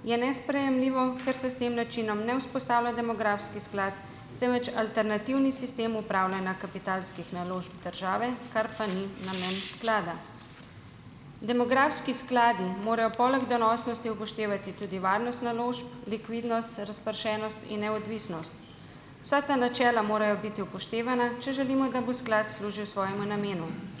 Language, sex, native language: Slovenian, female, Slovenian